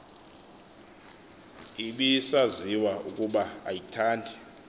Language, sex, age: Xhosa, male, 24